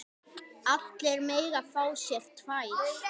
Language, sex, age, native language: Icelandic, male, 10, Icelandic